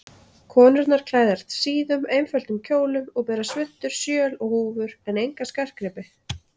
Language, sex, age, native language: Icelandic, female, 30-39, Icelandic